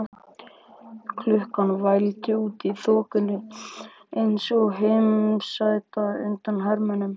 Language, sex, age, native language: Icelandic, male, 14, Icelandic